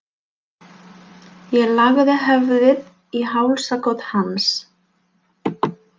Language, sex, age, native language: Icelandic, female, 20-29, Polish